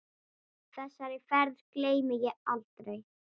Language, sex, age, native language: Icelandic, female, 10, Icelandic